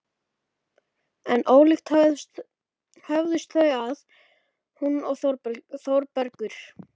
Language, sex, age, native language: Icelandic, male, 13, Icelandic